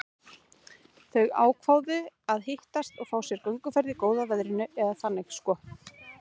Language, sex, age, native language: Icelandic, female, 30-39, Icelandic